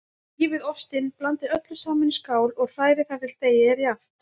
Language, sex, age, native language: Icelandic, female, 20-29, Icelandic